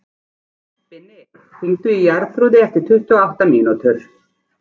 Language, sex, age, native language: Icelandic, female, 40-49, Icelandic